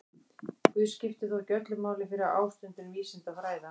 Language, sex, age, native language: Icelandic, female, 30-39, Icelandic